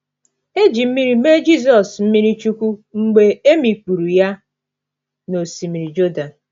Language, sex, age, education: Igbo, female, 30-45, tertiary